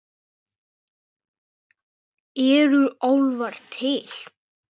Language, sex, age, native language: Icelandic, male, 9, Icelandic